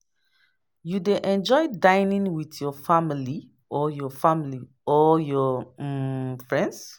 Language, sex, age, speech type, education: Nigerian Pidgin, female, 30-45, spontaneous, tertiary